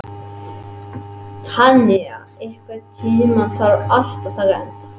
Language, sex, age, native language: Icelandic, male, 11, Icelandic